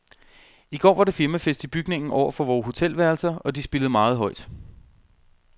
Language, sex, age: Danish, male, 32